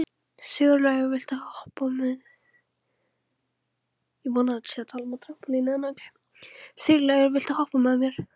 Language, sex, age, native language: Icelandic, female, 11, Icelandic